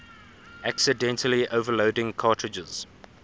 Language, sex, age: English, male, 24